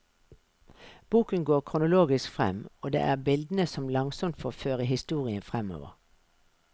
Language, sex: Norwegian, female